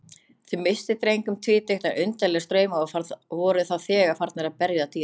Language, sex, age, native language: Icelandic, other, 30-39, Icelandic